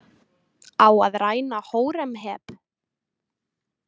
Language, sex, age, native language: Icelandic, female, 20-29, Icelandic